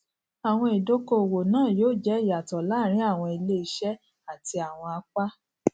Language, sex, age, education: Yoruba, female, 46-60, tertiary